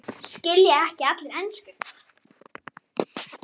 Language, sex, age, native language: Icelandic, female, 10, Icelandic